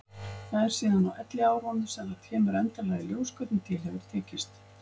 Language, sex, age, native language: Icelandic, female, 50-59, Icelandic